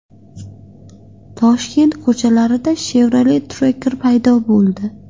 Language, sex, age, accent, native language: Uzbek, female, 18-24, Qashqadaryo, Uzbek